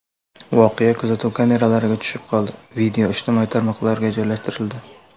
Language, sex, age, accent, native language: Uzbek, male, 19-29, Qashqadaryo, Uzbek